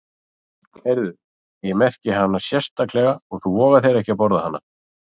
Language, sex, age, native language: Icelandic, male, 40-49, Icelandic